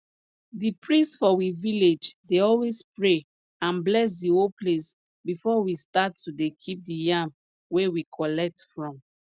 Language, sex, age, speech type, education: Nigerian Pidgin, female, 30-45, spontaneous, tertiary